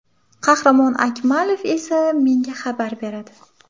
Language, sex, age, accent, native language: Uzbek, female, 18-24, Samarqand, Uzbek